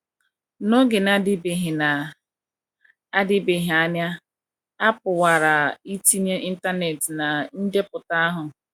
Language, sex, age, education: Igbo, female, 15-29, tertiary